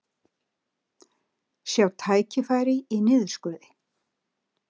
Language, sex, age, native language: Icelandic, female, 60-69, Icelandic